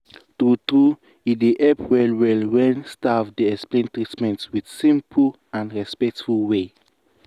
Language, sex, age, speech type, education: Nigerian Pidgin, male, 15-29, spontaneous, tertiary